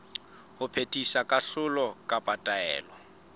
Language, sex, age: Southern Sotho, male, 35